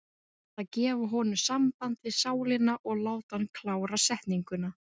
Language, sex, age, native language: Icelandic, female, 20-29, Icelandic